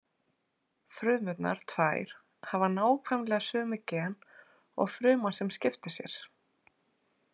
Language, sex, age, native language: Icelandic, female, 40-49, Icelandic